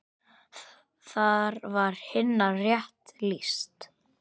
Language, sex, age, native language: Icelandic, male, 8, Icelandic